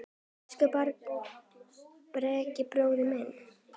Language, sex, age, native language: Icelandic, female, 10, Icelandic